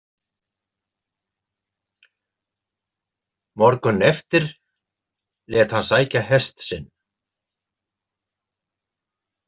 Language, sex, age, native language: Icelandic, male, 70-79, Icelandic